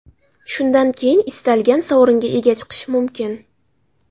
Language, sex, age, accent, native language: Uzbek, female, 18-24, Xorazm, Uzbek